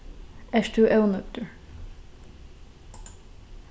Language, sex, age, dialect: Faroese, female, 15-35, Norðurstreymoy/Eysturoy